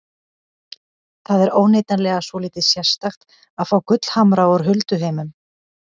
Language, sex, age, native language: Icelandic, female, 50-59, Icelandic